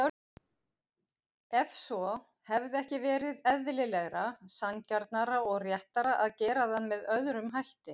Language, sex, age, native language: Icelandic, female, 50-59, Icelandic